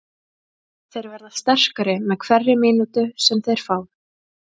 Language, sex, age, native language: Icelandic, female, 20-29, Icelandic